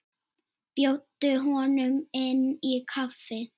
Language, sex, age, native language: Icelandic, female, 7, Icelandic